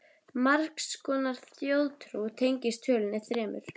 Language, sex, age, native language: Icelandic, female, 20-29, Icelandic